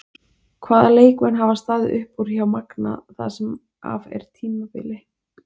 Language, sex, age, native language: Icelandic, female, 20-29, Icelandic